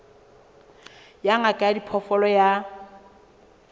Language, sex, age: Southern Sotho, female, 23